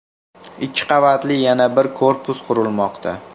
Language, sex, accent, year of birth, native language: Uzbek, male, Farg'ona, 2000, Uzbek